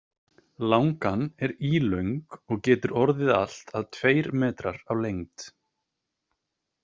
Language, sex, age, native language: Icelandic, male, 30-39, Icelandic